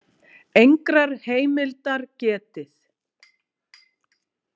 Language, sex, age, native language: Icelandic, female, 40-49, Icelandic